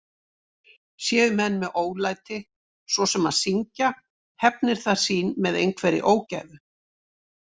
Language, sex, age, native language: Icelandic, female, 60-69, Icelandic